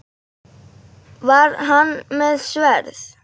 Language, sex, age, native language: Icelandic, female, 8, Icelandic